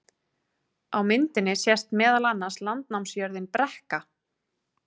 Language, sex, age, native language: Icelandic, female, 30-39, Icelandic